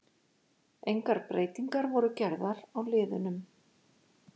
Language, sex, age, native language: Icelandic, female, 50-59, Icelandic